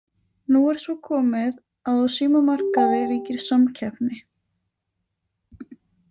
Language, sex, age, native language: Icelandic, female, 20-29, Icelandic